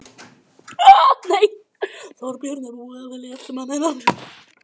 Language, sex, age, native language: Icelandic, female, 11, Icelandic